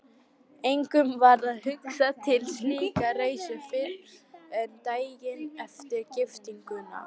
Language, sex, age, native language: Icelandic, female, 12, Icelandic